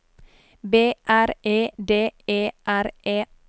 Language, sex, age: Norwegian, female, 30